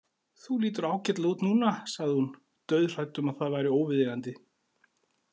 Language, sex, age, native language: Icelandic, male, 40-49, Icelandic